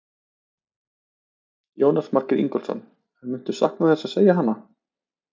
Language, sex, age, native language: Icelandic, male, 30-39, Icelandic